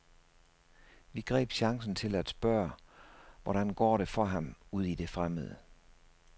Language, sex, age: Danish, male, 56